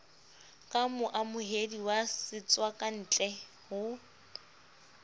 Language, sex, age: Southern Sotho, female, 25